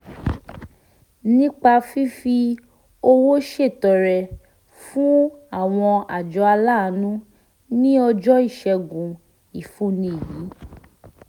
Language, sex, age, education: Yoruba, female, 15-29, tertiary